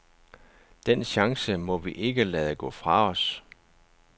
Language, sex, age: Danish, male, 49